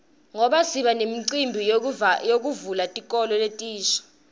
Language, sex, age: Swati, female, 19